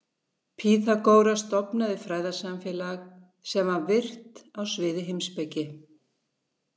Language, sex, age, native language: Icelandic, female, 60-69, Icelandic